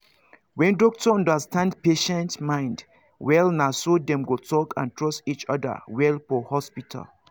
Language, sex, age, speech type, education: Nigerian Pidgin, male, 30-45, spontaneous, tertiary